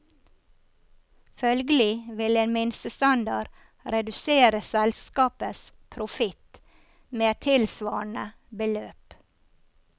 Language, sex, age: Norwegian, female, 54